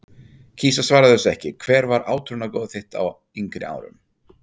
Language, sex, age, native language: Icelandic, male, 40-49, Icelandic